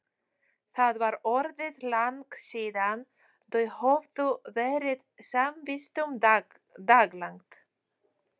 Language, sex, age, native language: Icelandic, female, 40-49, Polish